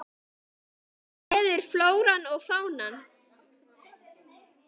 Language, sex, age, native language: Icelandic, male, 10, Icelandic